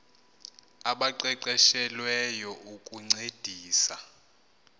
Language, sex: Xhosa, male